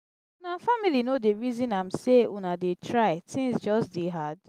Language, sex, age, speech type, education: Nigerian Pidgin, female, 15-29, spontaneous, tertiary